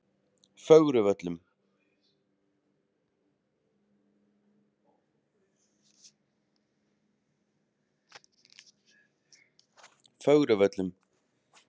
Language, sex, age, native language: Icelandic, male, 20-29, Icelandic